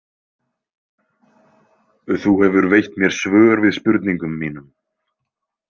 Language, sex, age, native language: Icelandic, male, 20-29, Icelandic